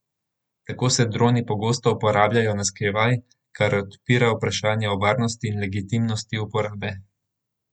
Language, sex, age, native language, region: Slovenian, male, 18-29, Slovenian, Central Slovenia